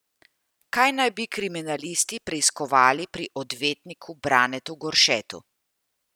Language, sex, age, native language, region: Slovenian, female, 50-59, Slovenian, Central Slovenia